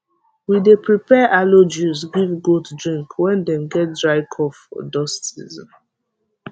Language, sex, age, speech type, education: Nigerian Pidgin, female, 15-29, spontaneous, tertiary